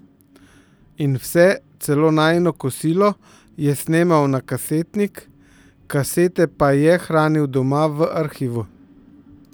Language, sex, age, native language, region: Slovenian, male, 50-59, Slovenian, Central Slovenia